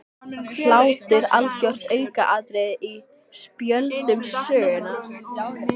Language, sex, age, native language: Icelandic, female, 14, Icelandic